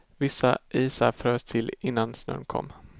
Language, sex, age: Swedish, male, 18